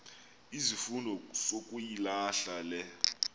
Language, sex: Xhosa, male